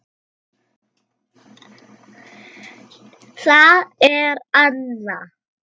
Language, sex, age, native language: Icelandic, female, 8, Icelandic